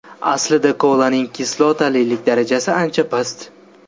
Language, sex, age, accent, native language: Uzbek, male, 18-24, Jizzax, Uzbek